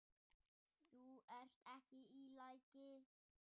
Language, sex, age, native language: Icelandic, male, 8, Icelandic